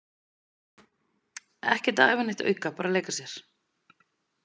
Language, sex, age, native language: Icelandic, female, 30-39, Icelandic